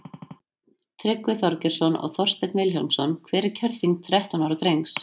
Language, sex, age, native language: Icelandic, female, 30-39, Icelandic